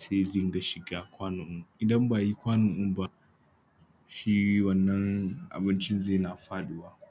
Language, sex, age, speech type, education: Hausa, male, 15-29, spontaneous, primary